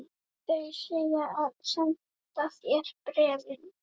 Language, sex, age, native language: Icelandic, female, 8, Icelandic